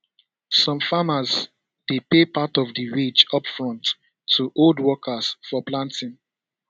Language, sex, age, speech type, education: Nigerian Pidgin, male, 15-29, spontaneous, secondary